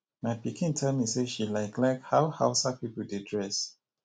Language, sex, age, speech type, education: Nigerian Pidgin, female, 30-45, spontaneous, tertiary